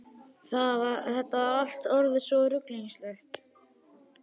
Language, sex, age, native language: Icelandic, male, 11, Icelandic